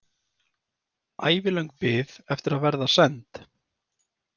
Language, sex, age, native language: Icelandic, male, 30-39, Icelandic